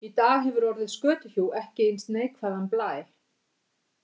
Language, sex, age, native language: Icelandic, female, 50-59, Icelandic